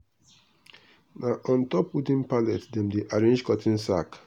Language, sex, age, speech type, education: Nigerian Pidgin, male, 30-45, spontaneous, tertiary